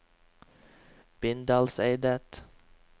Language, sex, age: Norwegian, male, 21